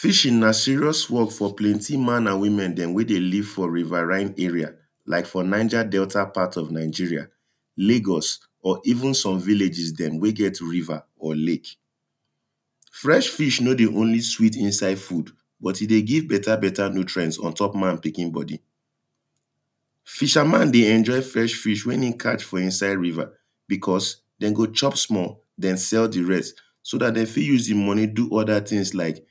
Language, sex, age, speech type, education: Nigerian Pidgin, male, 30-45, spontaneous, tertiary